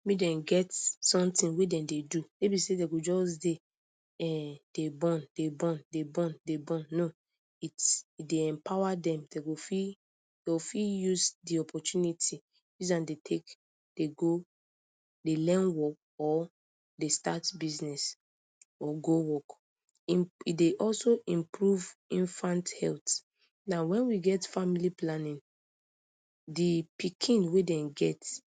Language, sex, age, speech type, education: Nigerian Pidgin, female, 30-45, spontaneous, tertiary